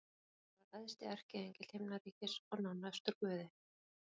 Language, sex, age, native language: Icelandic, female, 40-49, Icelandic